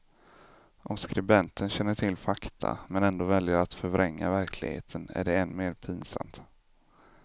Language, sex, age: Swedish, male, 25